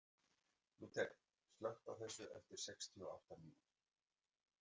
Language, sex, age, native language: Icelandic, male, 50-59, Icelandic